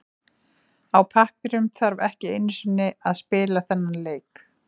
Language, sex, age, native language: Icelandic, female, 40-49, Icelandic